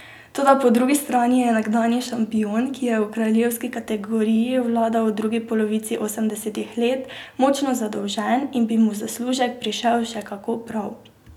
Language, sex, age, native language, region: Slovenian, female, 18-29, Slovenian, Drava region